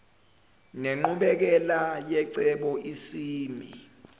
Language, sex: Zulu, male